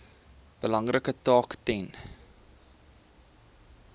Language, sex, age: Afrikaans, male, 20